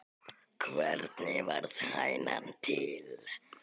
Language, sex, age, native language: Icelandic, male, 18-19, Icelandic